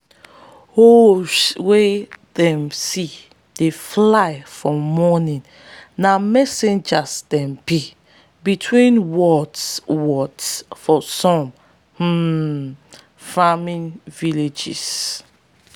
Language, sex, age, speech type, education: Nigerian Pidgin, female, 30-45, spontaneous, tertiary